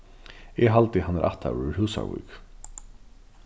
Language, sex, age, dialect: Faroese, male, 36-60, Norðurstreymoy/Eysturoy